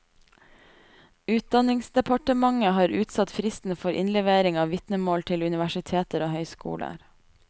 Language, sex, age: Norwegian, female, 28